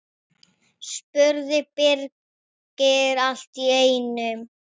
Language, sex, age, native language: Icelandic, female, 9, Icelandic